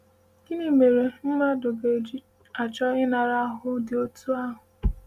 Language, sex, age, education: Igbo, female, 15-29, tertiary